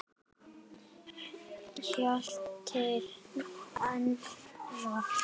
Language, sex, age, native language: Icelandic, female, 9, Icelandic